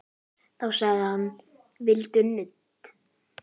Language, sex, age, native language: Icelandic, female, 10, Icelandic